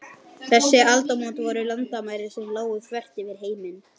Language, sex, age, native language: Icelandic, male, 12, Icelandic